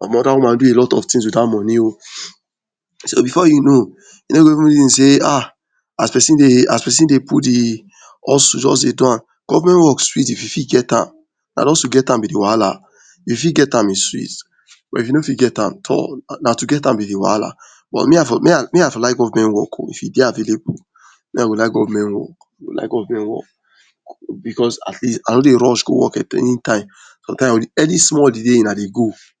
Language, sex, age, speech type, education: Nigerian Pidgin, male, 46-60, spontaneous, tertiary